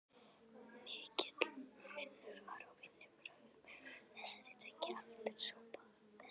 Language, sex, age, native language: Icelandic, female, 11, Icelandic